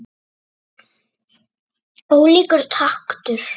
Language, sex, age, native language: Icelandic, male, 9, Icelandic